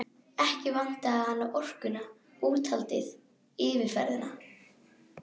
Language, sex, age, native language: Icelandic, female, 12, Icelandic